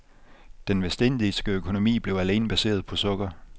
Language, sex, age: Danish, male, 24